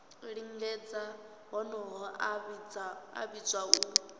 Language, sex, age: Venda, female, 18